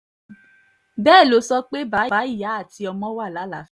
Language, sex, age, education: Yoruba, female, 15-29, tertiary